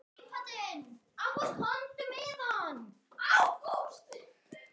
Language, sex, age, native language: Icelandic, male, 10, Icelandic